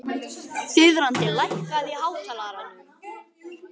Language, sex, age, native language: Icelandic, female, 18-19, Icelandic